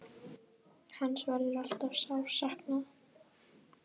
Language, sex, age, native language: Icelandic, female, 10, Icelandic